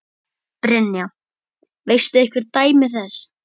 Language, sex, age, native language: Icelandic, male, 10, Icelandic